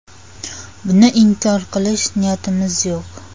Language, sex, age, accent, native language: Uzbek, female, 25-34, Farg'ona, Uzbek